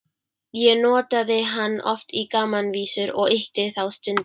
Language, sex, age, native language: Icelandic, female, 12, Icelandic